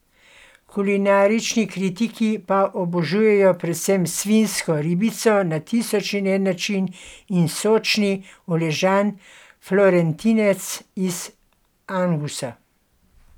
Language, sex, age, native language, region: Slovenian, female, 60+, Slovenian, Gorenjska region